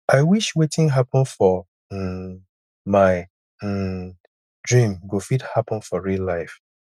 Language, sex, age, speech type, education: Nigerian Pidgin, male, 30-45, spontaneous, tertiary